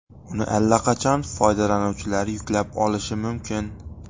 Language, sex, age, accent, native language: Uzbek, male, 18-24, Xorazm, Uzbek